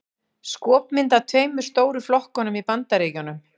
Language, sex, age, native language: Icelandic, female, 40-49, Icelandic